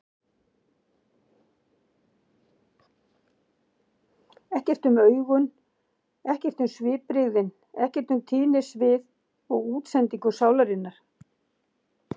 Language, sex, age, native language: Icelandic, female, 60-69, Icelandic